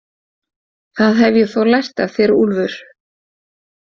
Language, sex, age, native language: Icelandic, female, 40-49, Icelandic